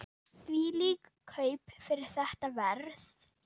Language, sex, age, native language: Icelandic, female, 9, Icelandic